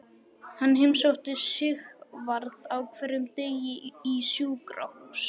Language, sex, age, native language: Icelandic, male, 11, Icelandic